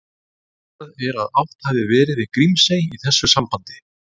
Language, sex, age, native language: Icelandic, male, 30-39, Icelandic